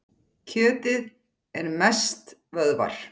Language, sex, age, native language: Icelandic, female, 10, Icelandic